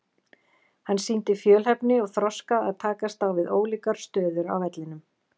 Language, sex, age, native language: Icelandic, female, 40-49, Icelandic